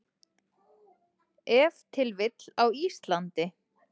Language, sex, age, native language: Icelandic, female, 30-39, Icelandic